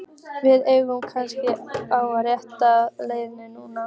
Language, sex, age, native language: Icelandic, female, 15, Icelandic